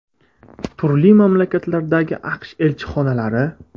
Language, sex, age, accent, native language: Uzbek, male, 18-24, Surxondaryo, Uzbek